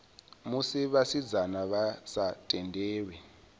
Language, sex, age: Venda, male, 22